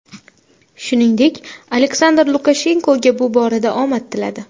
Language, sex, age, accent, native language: Uzbek, female, 19-29, Toshkent shahri, Uzbek